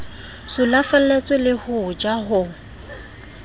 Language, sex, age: Southern Sotho, female, 22